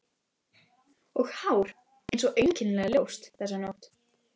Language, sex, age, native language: Icelandic, female, 12, Icelandic